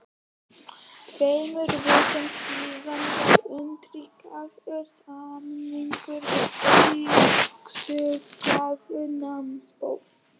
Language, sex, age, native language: Icelandic, male, 11, Icelandic